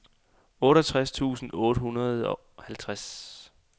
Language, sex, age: Danish, male, 28